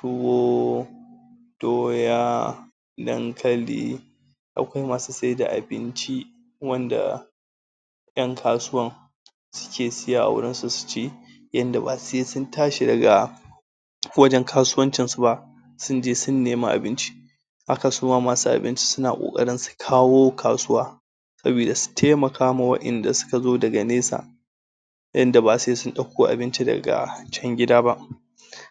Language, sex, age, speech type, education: Hausa, male, 30-45, spontaneous, tertiary